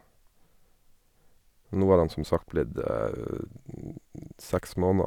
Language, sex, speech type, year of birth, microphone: Norwegian, male, spontaneous, 1979, Sennheiser